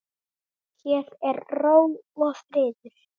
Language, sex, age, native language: Icelandic, male, 9, Icelandic